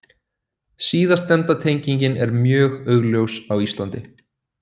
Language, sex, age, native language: Icelandic, male, 30-39, Icelandic